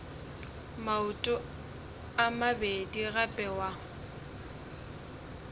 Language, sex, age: Northern Sotho, female, 20